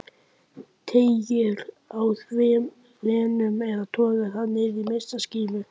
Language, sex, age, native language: Icelandic, male, 11, Icelandic